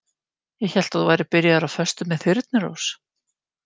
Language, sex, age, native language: Icelandic, female, 50-59, Icelandic